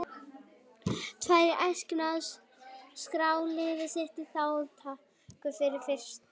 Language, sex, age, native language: Icelandic, female, 18-19, Icelandic